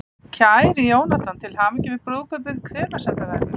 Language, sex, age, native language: Icelandic, female, 50-59, Icelandic